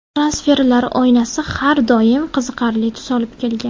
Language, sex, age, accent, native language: Uzbek, female, 19-29, Samarqand, Uzbek